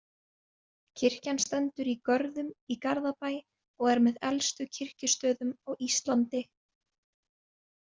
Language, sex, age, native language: Icelandic, female, 20-29, Icelandic